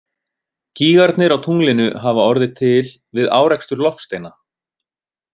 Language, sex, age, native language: Icelandic, male, 30-39, Icelandic